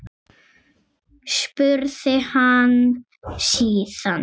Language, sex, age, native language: Icelandic, female, 6, Icelandic